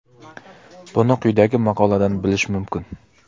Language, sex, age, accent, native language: Uzbek, male, 25-34, Qoraqalpog'iston, Uzbek